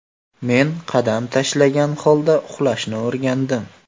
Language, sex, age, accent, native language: Uzbek, male, 18-24, Farg'ona, Uzbek